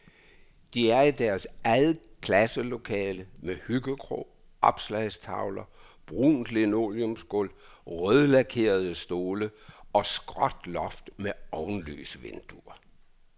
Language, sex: Danish, male